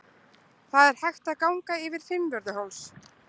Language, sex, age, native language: Icelandic, other, 20-29, Icelandic